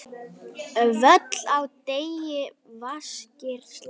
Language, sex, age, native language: Icelandic, male, 10, Icelandic